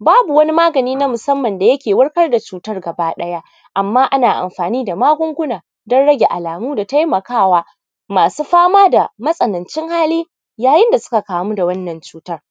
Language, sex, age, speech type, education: Hausa, female, 30-45, spontaneous, primary